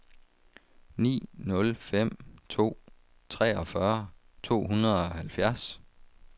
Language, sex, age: Danish, male, 35